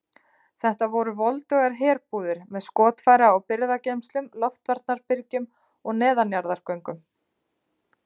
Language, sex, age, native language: Icelandic, female, 30-39, Icelandic